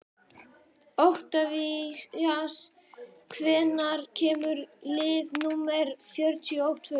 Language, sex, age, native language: Icelandic, male, 12, Icelandic